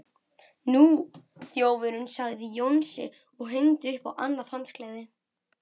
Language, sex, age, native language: Icelandic, female, 11, Icelandic